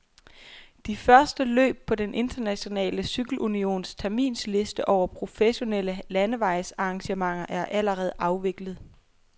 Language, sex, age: Danish, female, 23